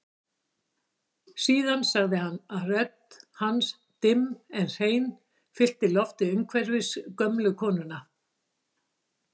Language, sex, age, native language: Icelandic, female, 60-69, Icelandic